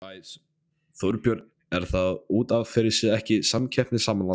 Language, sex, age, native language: Icelandic, other, 16, Polish